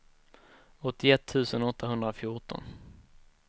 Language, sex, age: Swedish, male, 19